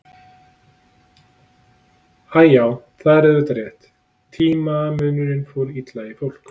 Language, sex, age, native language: Icelandic, male, 30-39, Icelandic